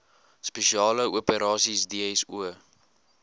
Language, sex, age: Afrikaans, male, 20